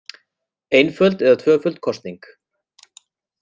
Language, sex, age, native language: Icelandic, male, 40-49, Icelandic